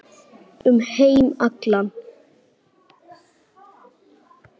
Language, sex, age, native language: Icelandic, female, 8, Icelandic